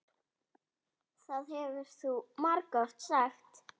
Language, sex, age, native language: Icelandic, female, 8, Icelandic